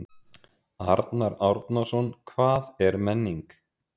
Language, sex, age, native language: Icelandic, male, 30-39, Icelandic